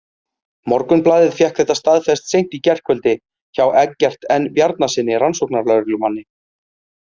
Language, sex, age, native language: Icelandic, male, 30-39, Icelandic